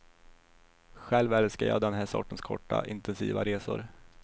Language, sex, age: Swedish, male, 21